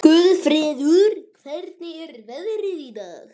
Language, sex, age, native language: Icelandic, male, 11, Icelandic